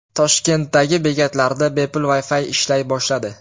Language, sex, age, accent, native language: Uzbek, male, 18-24, Farg'ona, Uzbek